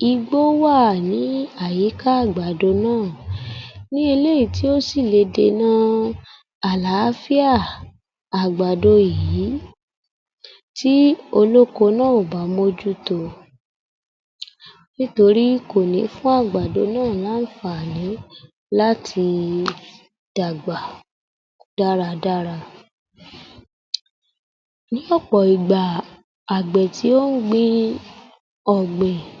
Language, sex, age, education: Yoruba, female, 30-45, tertiary